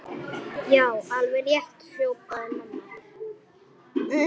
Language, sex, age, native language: Icelandic, female, 8, Icelandic